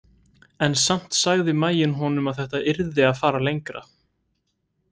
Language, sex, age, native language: Icelandic, male, 18-19, Icelandic